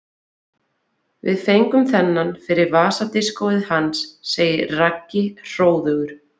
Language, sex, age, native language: Icelandic, female, 20-29, Icelandic